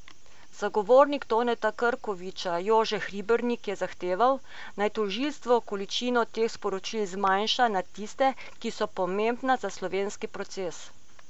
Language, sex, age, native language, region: Slovenian, female, 50-59, Slovenian, Coastal Karst region